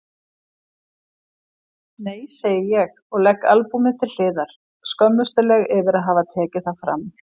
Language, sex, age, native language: Icelandic, female, 50-59, Icelandic